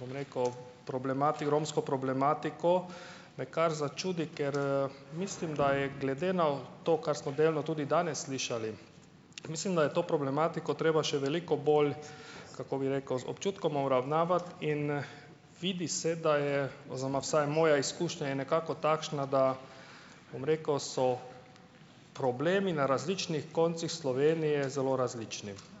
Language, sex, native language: Slovenian, male, Hungarian